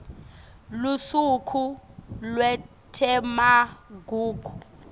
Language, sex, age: Swati, female, 18